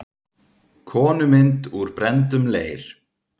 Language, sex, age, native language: Icelandic, male, 30-39, Icelandic